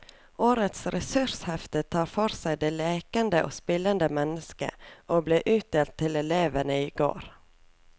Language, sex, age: Norwegian, female, 24